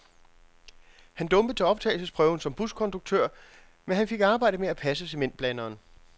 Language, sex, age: Danish, male, 42